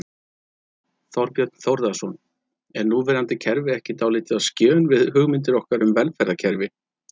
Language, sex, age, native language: Icelandic, male, 30-39, Icelandic